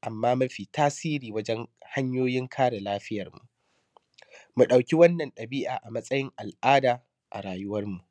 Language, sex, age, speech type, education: Hausa, male, 15-29, spontaneous, secondary